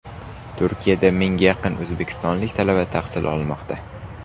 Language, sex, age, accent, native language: Uzbek, male, 18-24, Qashqadaryo, Uzbek